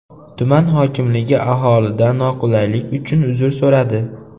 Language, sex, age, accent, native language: Uzbek, male, 19-29, Andijon, Uzbek